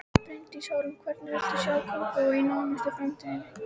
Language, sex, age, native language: Icelandic, female, 12, Icelandic